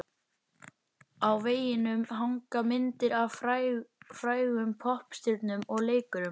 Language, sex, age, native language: Icelandic, male, 11, Icelandic